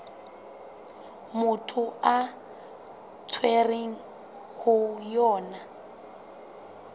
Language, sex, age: Southern Sotho, female, 23